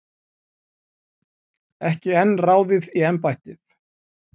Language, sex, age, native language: Icelandic, male, 40-49, Icelandic